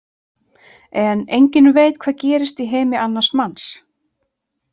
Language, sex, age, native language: Icelandic, female, 30-39, Icelandic